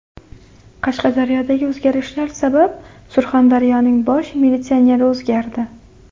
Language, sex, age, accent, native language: Uzbek, female, 18-24, Farg'ona, Uzbek